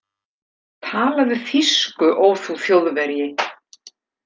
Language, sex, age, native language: Icelandic, female, 60-69, Icelandic